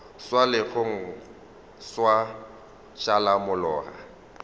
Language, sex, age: Northern Sotho, male, 35